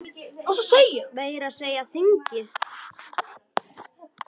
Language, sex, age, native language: Icelandic, male, 10, Icelandic